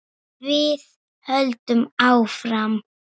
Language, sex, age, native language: Icelandic, female, 7, Icelandic